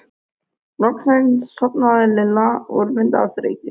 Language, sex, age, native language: Icelandic, male, 13, Icelandic